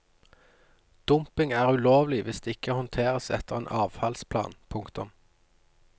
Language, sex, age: Norwegian, male, 29